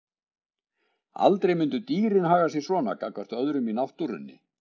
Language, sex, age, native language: Icelandic, male, 60-69, Icelandic